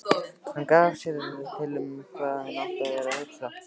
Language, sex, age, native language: Icelandic, male, 13, Icelandic